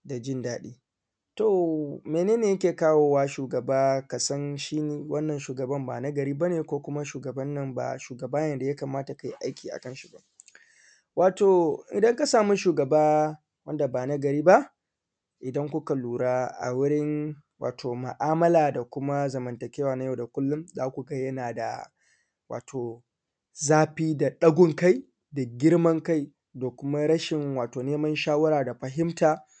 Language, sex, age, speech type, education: Hausa, male, 15-29, spontaneous, secondary